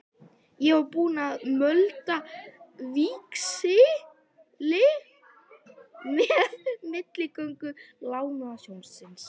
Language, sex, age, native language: Icelandic, female, 11, Icelandic